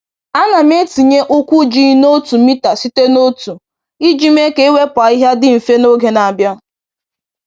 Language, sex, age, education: Igbo, female, 15-29, tertiary